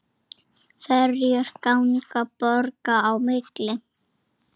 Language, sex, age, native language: Icelandic, female, 7, Icelandic